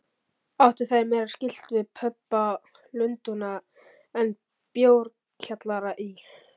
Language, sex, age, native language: Icelandic, male, 11, Icelandic